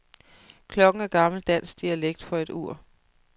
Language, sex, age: Danish, female, 30